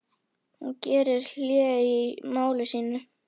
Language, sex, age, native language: Icelandic, female, 11, Icelandic